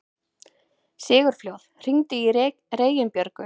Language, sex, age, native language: Icelandic, female, 20-29, Icelandic